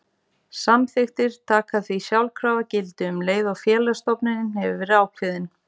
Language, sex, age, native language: Icelandic, female, 40-49, Icelandic